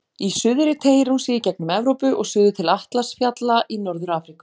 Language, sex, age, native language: Icelandic, female, 40-49, Icelandic